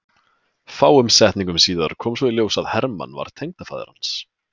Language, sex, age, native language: Icelandic, male, 20-29, Icelandic